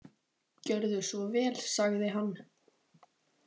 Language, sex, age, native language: Icelandic, female, 18-19, Icelandic